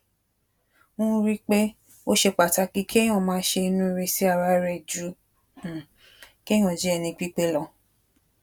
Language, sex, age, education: Yoruba, female, 15-29, tertiary